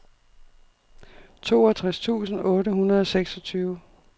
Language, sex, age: Danish, female, 52